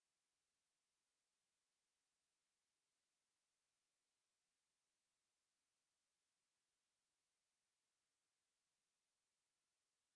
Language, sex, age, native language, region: Slovenian, male, 60+, Slovenian, Drava region